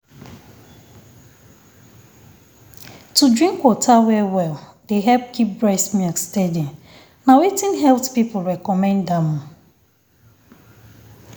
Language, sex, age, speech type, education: Nigerian Pidgin, female, 30-45, spontaneous, tertiary